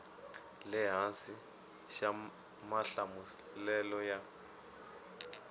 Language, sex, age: Tsonga, male, 18